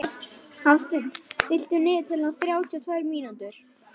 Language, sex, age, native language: Icelandic, male, 11, Icelandic